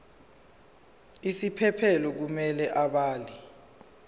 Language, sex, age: Zulu, male, 17